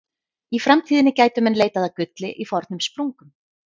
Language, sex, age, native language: Icelandic, female, 30-39, Icelandic